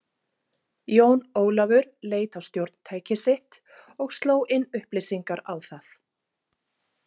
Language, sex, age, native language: Icelandic, female, 30-39, Icelandic